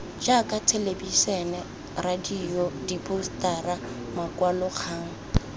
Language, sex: Tswana, female